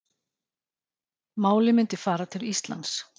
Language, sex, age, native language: Icelandic, female, 40-49, Icelandic